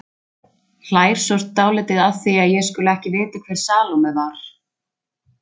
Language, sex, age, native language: Icelandic, female, 20-29, Icelandic